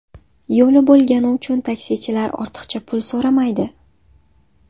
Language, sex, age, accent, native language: Uzbek, female, 19-29, Sirdaryo, Uzbek